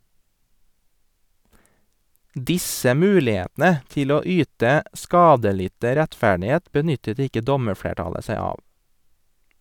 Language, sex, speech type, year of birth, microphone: Norwegian, male, read, 1983, Sennheiser